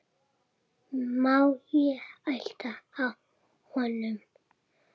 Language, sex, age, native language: Icelandic, male, 7, Icelandic